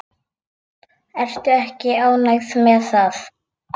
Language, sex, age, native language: Icelandic, female, 8, Icelandic